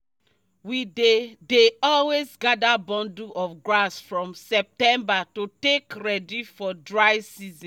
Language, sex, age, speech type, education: Nigerian Pidgin, female, 30-45, spontaneous, tertiary